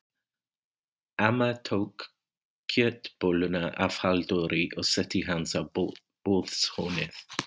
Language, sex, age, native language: Icelandic, male, 40-49, English